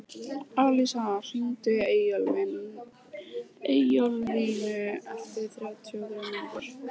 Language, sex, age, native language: Icelandic, female, 14, Icelandic